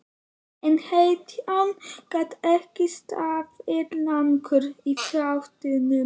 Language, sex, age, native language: Icelandic, male, 11, Icelandic